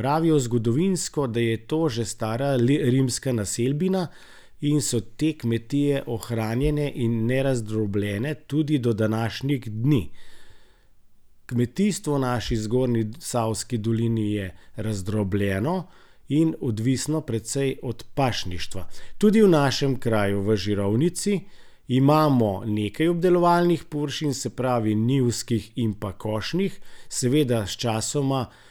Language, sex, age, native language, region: Slovenian, male, 60+, Slovenian, Gorenjska region